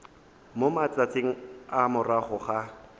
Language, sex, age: Northern Sotho, male, 18